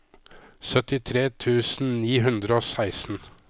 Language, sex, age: Norwegian, male, 53